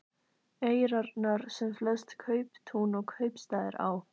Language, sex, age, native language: Icelandic, female, 14, Icelandic